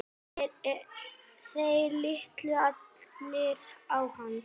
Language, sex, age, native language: Icelandic, female, 8, Icelandic